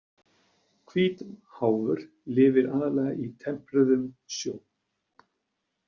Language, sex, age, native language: Icelandic, male, 60-69, Icelandic